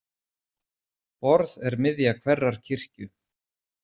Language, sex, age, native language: Icelandic, male, 40-49, Icelandic